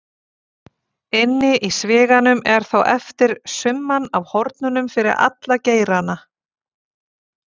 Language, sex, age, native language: Icelandic, female, 40-49, Icelandic